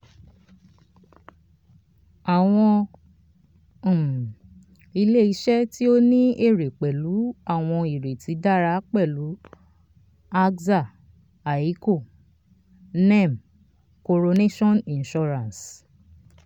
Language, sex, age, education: Yoruba, female, 30-45, tertiary